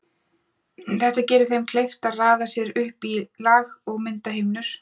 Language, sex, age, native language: Icelandic, female, 40-49, Icelandic